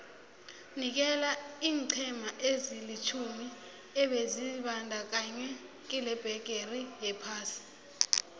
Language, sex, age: South Ndebele, female, 22